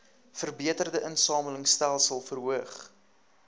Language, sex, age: Afrikaans, male, 19